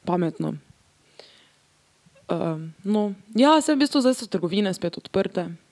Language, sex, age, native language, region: Slovenian, female, 18-29, Slovenian, Drava region